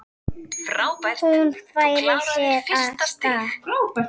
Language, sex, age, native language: Icelandic, female, 6, Icelandic